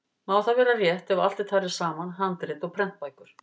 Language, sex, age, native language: Icelandic, female, 50-59, Icelandic